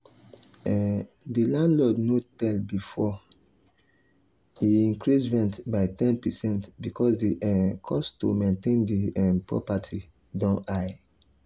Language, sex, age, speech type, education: Nigerian Pidgin, male, 30-45, spontaneous, secondary